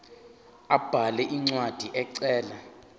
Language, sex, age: Zulu, male, 23